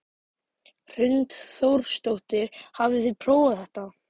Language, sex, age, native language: Icelandic, male, 18-19, Icelandic